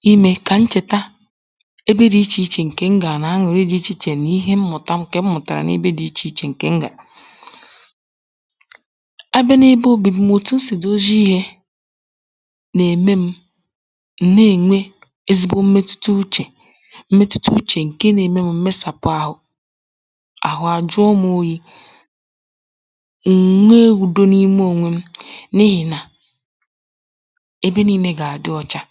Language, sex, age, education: Igbo, female, 15-29, tertiary